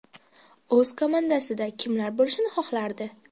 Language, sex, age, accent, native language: Uzbek, female, under 19, Andijon, Uzbek